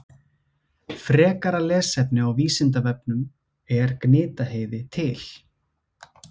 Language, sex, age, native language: Icelandic, male, 20-29, Icelandic